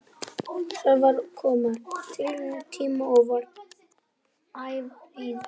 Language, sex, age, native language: Icelandic, male, 11, Icelandic